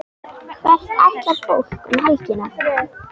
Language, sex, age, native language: Icelandic, female, 10, Icelandic